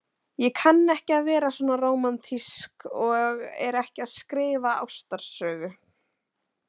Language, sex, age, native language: Icelandic, female, 20-29, Icelandic